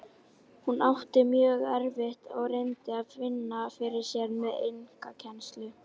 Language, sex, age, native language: Icelandic, female, 18-19, Icelandic